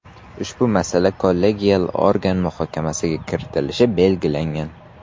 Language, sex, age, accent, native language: Uzbek, male, 18-24, Qashqadaryo, Uzbek